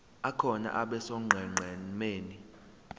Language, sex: Zulu, male